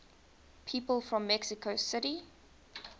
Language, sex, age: English, female, 20